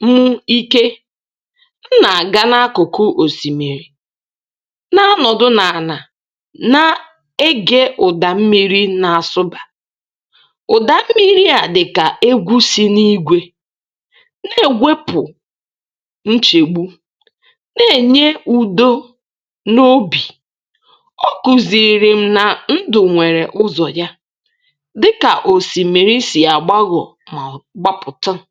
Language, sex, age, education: Igbo, female, 30-45, tertiary